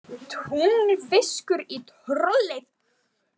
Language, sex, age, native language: Icelandic, other, 20-29, Icelandic